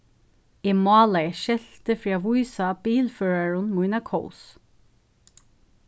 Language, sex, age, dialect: Faroese, female, 36-60, Suðurstreymoy